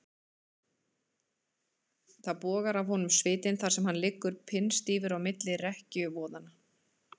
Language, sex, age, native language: Icelandic, female, 30-39, Icelandic